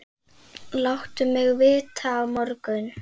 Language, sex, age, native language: Icelandic, female, 8, Icelandic